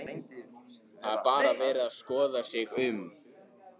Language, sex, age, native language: Icelandic, male, 15, Icelandic